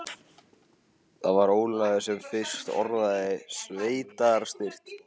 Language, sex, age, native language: Icelandic, male, 15, Icelandic